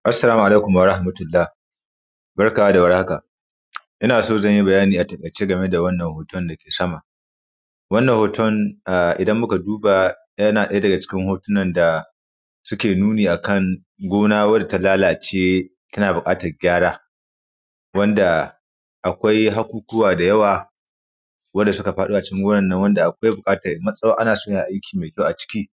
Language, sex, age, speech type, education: Hausa, male, 30-45, spontaneous, primary